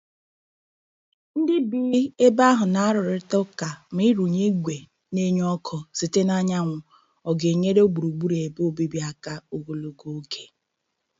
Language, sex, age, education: Igbo, female, 30-45, tertiary